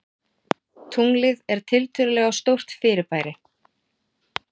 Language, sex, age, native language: Icelandic, female, 40-49, Icelandic